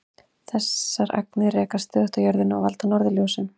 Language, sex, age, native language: Icelandic, female, 30-39, Icelandic